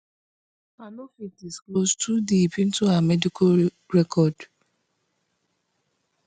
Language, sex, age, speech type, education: Nigerian Pidgin, female, 15-29, spontaneous, tertiary